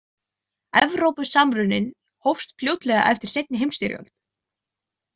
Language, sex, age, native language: Icelandic, female, 20-29, Icelandic